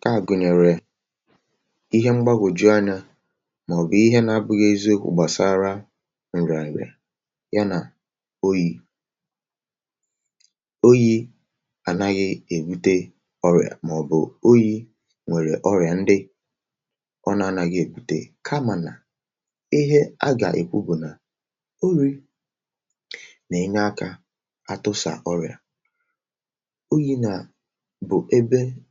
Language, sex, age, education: Igbo, male, 30-45, tertiary